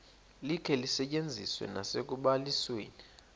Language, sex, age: Xhosa, male, 21